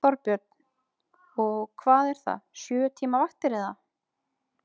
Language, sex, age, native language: Icelandic, female, 30-39, Icelandic